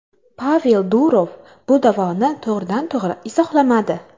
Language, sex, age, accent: Uzbek, female, 18-24, Qoraqalpog'iston